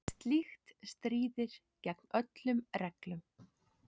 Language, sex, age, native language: Icelandic, male, 6, Icelandic